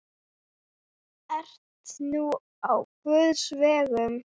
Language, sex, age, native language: Icelandic, female, 8, Icelandic